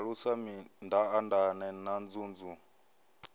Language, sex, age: Venda, male, 37